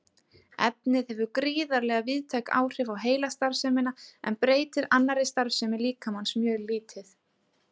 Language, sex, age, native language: Icelandic, female, 30-39, Icelandic